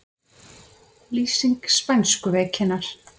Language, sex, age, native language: Icelandic, female, 50-59, Icelandic